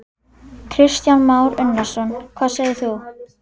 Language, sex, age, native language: Icelandic, female, 11, Icelandic